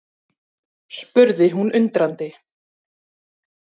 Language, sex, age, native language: Icelandic, female, 30-39, Icelandic